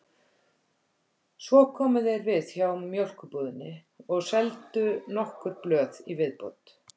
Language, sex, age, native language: Icelandic, female, 50-59, Icelandic